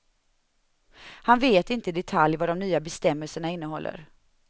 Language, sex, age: Swedish, female, 31